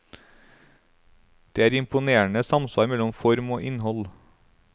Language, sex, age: Norwegian, male, 35